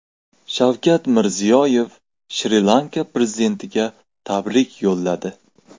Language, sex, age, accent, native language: Uzbek, male, 18-24, Farg'ona, Uzbek